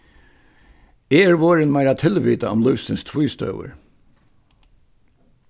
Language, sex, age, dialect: Faroese, male, 61+, Vágar